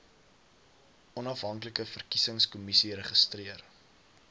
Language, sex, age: Afrikaans, male, 19